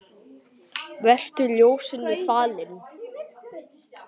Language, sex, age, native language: Icelandic, male, 10, Icelandic